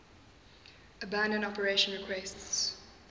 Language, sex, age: English, female, 20